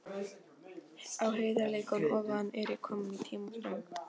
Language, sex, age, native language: Icelandic, female, 13, Polish